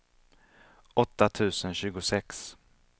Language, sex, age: Swedish, male, 31